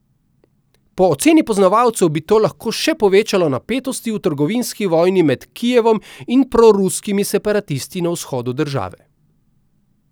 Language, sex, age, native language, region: Slovenian, male, 50-59, Slovenian, Central Slovenia